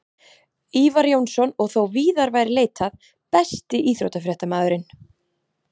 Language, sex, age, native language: Icelandic, female, 30-39, Icelandic